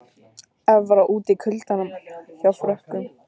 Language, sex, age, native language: Icelandic, female, 18-19, Icelandic